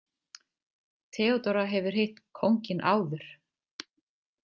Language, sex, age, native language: Icelandic, female, 30-39, Icelandic